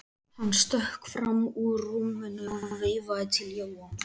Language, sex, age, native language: Icelandic, male, 13, Icelandic